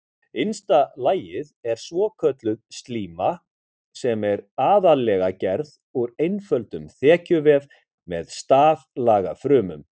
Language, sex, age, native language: Icelandic, male, 50-59, Icelandic